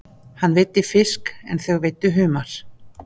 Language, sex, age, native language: Icelandic, female, 50-59, Icelandic